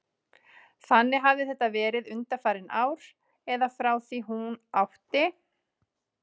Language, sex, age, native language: Icelandic, female, 30-39, Icelandic